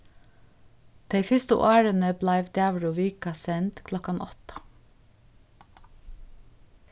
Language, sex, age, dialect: Faroese, female, 36-60, Suðurstreymoy